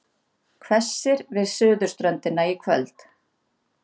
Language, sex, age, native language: Icelandic, female, 30-39, Icelandic